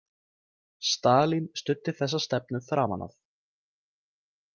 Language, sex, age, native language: Icelandic, male, 20-29, Icelandic